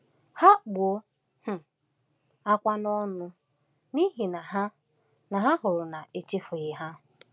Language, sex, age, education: Igbo, female, 15-29, tertiary